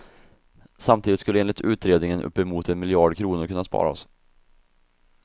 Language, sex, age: Swedish, male, 24